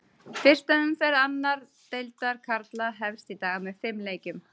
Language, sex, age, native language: Icelandic, female, 30-39, Icelandic